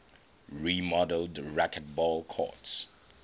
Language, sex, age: English, male, 21